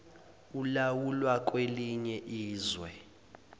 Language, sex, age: Zulu, male, 20